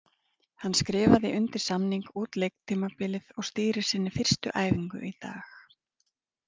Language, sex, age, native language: Icelandic, female, 30-39, Icelandic